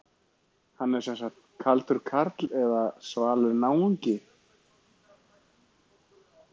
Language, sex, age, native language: Icelandic, male, 40-49, Icelandic